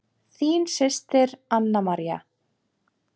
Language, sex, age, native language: Icelandic, male, 7, Icelandic